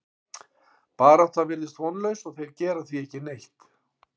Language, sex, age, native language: Icelandic, male, 60-69, Icelandic